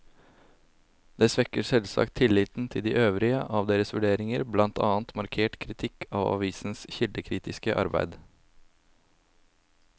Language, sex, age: Norwegian, male, 27